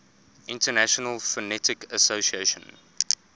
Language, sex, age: English, male, 24